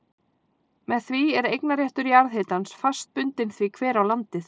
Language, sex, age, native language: Icelandic, female, 40-49, Icelandic